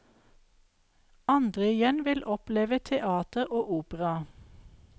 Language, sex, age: Norwegian, female, 52